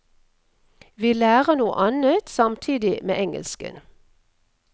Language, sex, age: Norwegian, female, 57